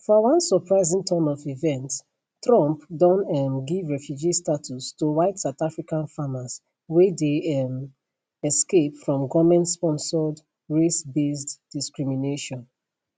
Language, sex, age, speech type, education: Nigerian Pidgin, female, 15-29, spontaneous, tertiary